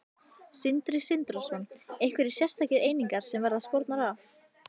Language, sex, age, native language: Icelandic, female, 15, Icelandic